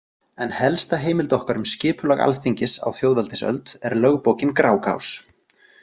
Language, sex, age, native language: Icelandic, other, 40-49, Icelandic